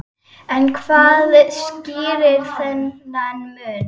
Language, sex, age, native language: Icelandic, female, 8, Icelandic